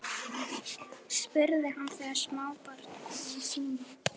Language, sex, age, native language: Icelandic, female, 11, Icelandic